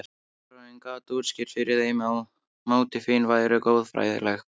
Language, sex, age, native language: Icelandic, male, 13, Icelandic